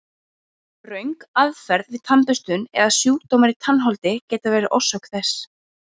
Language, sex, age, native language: Icelandic, female, 20-29, Icelandic